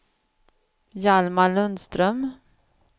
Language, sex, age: Swedish, female, 49